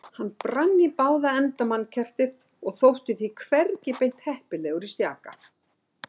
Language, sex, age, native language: Icelandic, female, 60-69, Icelandic